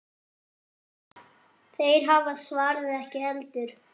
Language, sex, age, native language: Icelandic, male, 8, French